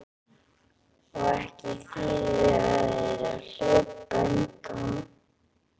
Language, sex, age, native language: Icelandic, female, 11, Icelandic